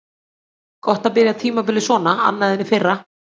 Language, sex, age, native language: Icelandic, female, 40-49, Icelandic